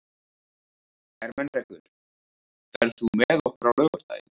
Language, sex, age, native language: Icelandic, male, 13, Icelandic